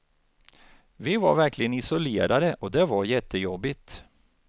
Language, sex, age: Swedish, male, 49